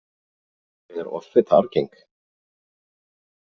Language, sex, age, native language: Icelandic, male, 40-49, Icelandic